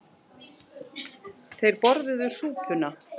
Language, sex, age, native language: Icelandic, female, 10, Icelandic